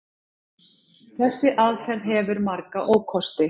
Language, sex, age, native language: Icelandic, female, 30-39, Icelandic